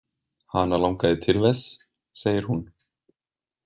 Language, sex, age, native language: Icelandic, male, 20-29, Icelandic